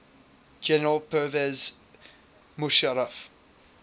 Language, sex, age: English, male, 22